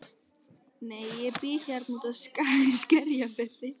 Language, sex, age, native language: Icelandic, female, 12, Icelandic